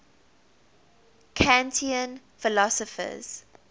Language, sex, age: English, female, 21